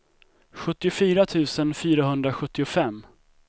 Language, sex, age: Swedish, male, 25